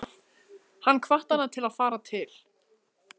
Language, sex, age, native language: Icelandic, female, 15, Icelandic